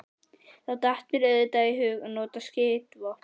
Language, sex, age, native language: Icelandic, female, 11, Icelandic